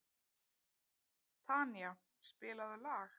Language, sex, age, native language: Icelandic, female, 30-39, Icelandic